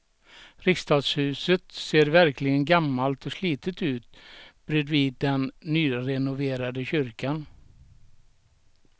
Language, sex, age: Swedish, male, 67